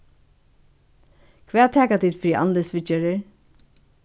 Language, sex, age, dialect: Faroese, female, 61+, Suðurstreymoy